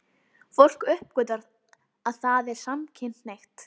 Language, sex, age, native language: Icelandic, female, 11, Icelandic